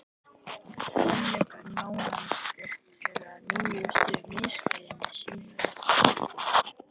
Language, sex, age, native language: Icelandic, male, 11, Icelandic